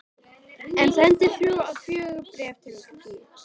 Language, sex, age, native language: Icelandic, female, 13, Icelandic